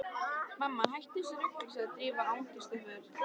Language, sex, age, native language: Icelandic, female, 13, Icelandic